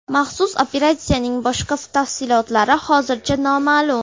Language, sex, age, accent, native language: Uzbek, female, 12-17, Andijon, Uzbek